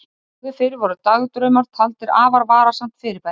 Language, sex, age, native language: Icelandic, male, 30-39, Icelandic